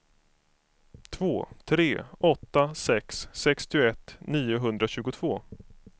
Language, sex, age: Swedish, male, 25